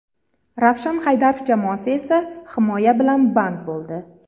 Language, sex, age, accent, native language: Uzbek, female, 30-39, Farg'ona, Uzbek